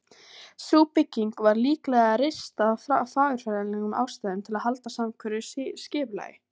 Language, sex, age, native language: Icelandic, female, 18-19, Icelandic